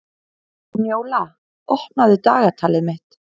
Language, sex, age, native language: Icelandic, female, 20-29, Icelandic